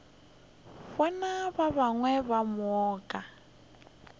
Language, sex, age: Northern Sotho, female, 21